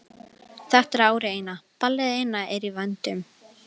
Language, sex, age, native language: Icelandic, female, 11, Icelandic